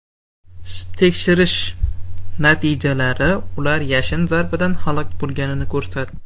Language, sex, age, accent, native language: Uzbek, male, 19-29, Farg'ona, Uzbek